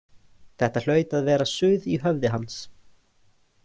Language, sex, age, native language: Icelandic, male, 20-29, Icelandic